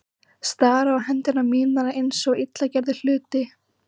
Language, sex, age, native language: Icelandic, female, 14, Icelandic